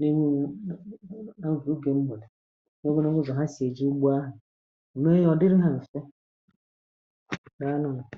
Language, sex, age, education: Igbo, female, 30-45, tertiary